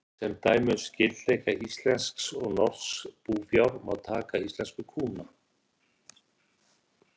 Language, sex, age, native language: Icelandic, male, 60-69, Icelandic